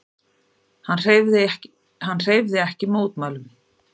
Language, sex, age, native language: Icelandic, female, 50-59, Icelandic